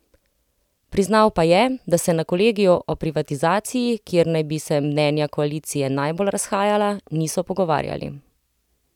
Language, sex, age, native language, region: Slovenian, female, 30-49, Slovenian, Central Slovenia